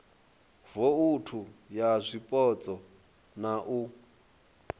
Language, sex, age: Venda, male, 23